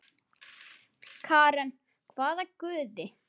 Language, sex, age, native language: Icelandic, male, 10, Icelandic